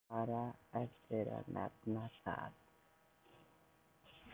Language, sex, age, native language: Icelandic, male, 14, Icelandic